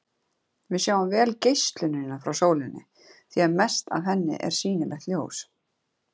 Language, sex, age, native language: Icelandic, female, 30-39, Icelandic